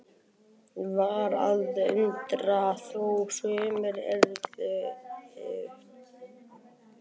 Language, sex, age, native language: Icelandic, male, 11, Icelandic